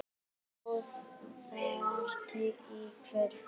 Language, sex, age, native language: Icelandic, female, 9, Icelandic